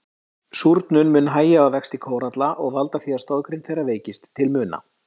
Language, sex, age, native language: Icelandic, male, 30-39, Icelandic